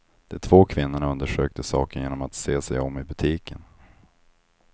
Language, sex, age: Swedish, male, 25